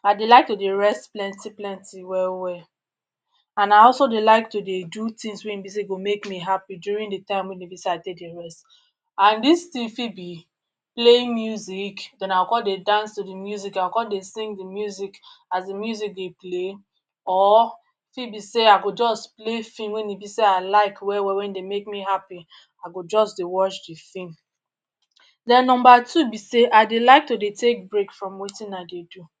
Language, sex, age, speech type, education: Nigerian Pidgin, male, 60+, spontaneous, tertiary